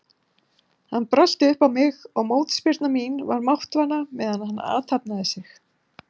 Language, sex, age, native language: Icelandic, female, 50-59, Icelandic